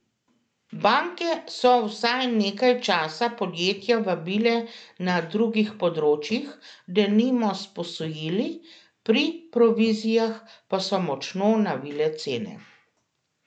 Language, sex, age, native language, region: Slovenian, female, 50-59, Slovenian, Central Slovenia